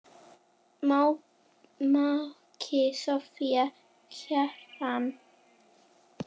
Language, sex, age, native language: Icelandic, female, 10, Icelandic